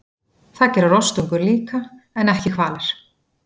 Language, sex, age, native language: Icelandic, female, 40-49, Icelandic